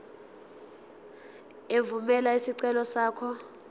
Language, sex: Zulu, female